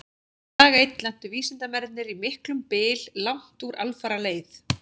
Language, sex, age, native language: Icelandic, female, 16, Icelandic